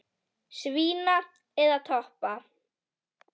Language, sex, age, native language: Icelandic, female, 10, Icelandic